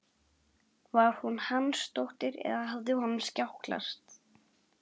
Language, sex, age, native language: Icelandic, male, 11, Icelandic